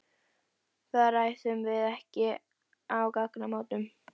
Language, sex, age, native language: Icelandic, female, 11, Icelandic